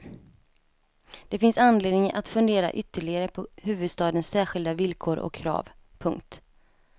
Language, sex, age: Swedish, female, 27